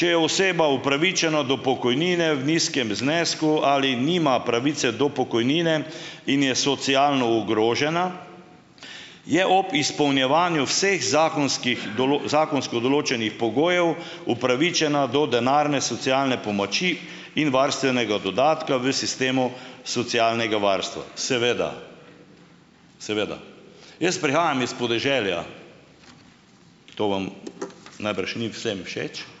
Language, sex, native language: Slovenian, male, Slovenian